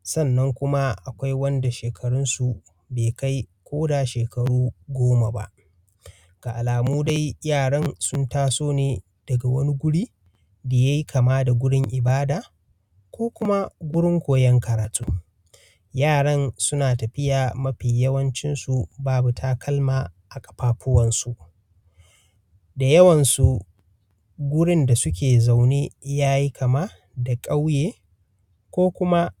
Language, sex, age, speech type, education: Hausa, male, 15-29, spontaneous, primary